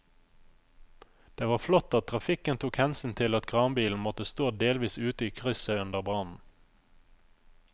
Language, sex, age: Norwegian, male, 27